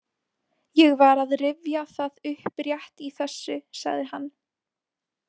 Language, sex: Icelandic, female